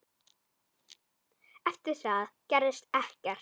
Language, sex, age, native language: Icelandic, female, 10, Icelandic